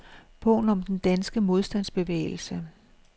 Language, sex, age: Danish, female, 56